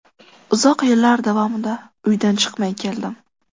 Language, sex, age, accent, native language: Uzbek, female, 12-17, Qashqadaryo, Uzbek